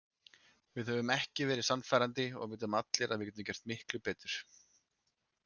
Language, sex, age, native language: Icelandic, male, 30-39, Icelandic